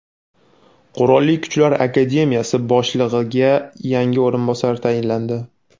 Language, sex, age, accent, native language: Uzbek, male, 18-24, Namangan, Uzbek